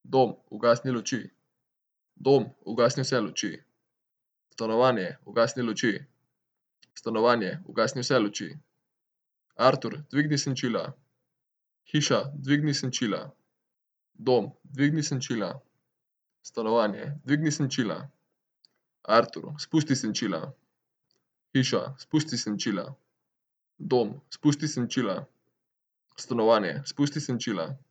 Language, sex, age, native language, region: Slovenian, male, 18-29, Slovenian, Central Slovenia